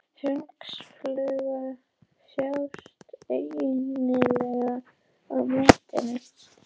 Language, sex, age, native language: Icelandic, female, 18-19, Icelandic